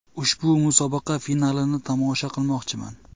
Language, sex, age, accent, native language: Uzbek, male, 25-34, Jizzax, Uzbek